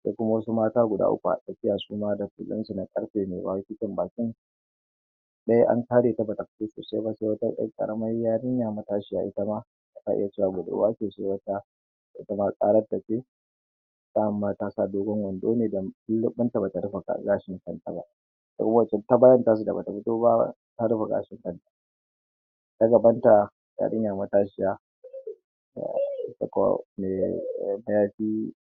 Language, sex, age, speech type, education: Hausa, male, 15-29, spontaneous, tertiary